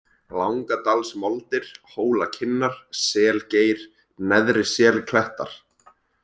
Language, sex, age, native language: Icelandic, male, 20-29, Icelandic